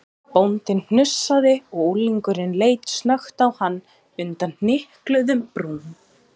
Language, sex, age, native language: Icelandic, female, 20-29, Icelandic